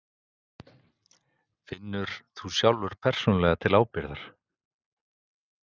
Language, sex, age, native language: Icelandic, male, 50-59, Icelandic